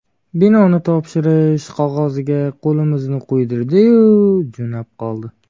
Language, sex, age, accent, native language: Uzbek, male, 19-29, Samarqand, Uzbek